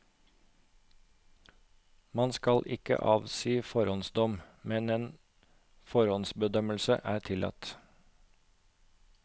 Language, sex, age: Norwegian, male, 36